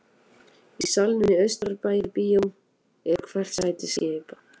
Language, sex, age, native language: Icelandic, male, 18-19, Icelandic